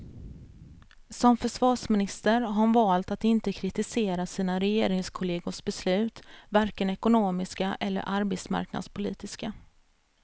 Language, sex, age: Swedish, female, 33